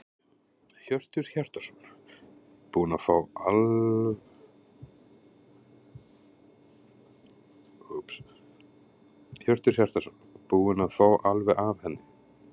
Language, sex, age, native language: Icelandic, male, 30-39, Icelandic